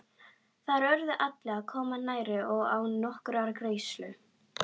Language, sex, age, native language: Icelandic, female, 12, Icelandic